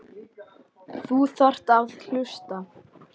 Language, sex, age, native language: Icelandic, male, 10, Icelandic